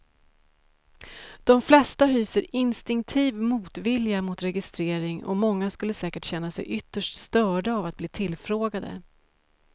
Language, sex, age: Swedish, female, 35